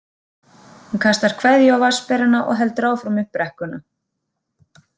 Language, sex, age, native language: Icelandic, female, 30-39, Icelandic